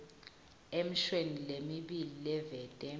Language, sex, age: Swati, female, 21